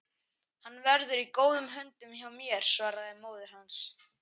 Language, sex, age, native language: Icelandic, male, 11, Icelandic